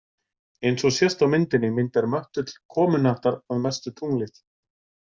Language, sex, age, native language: Icelandic, male, 40-49, Icelandic